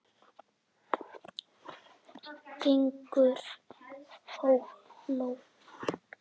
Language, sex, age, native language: Icelandic, male, 9, Icelandic